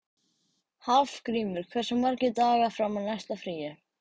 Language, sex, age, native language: Icelandic, male, 12, Icelandic